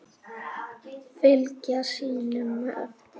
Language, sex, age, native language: Icelandic, male, 8, Icelandic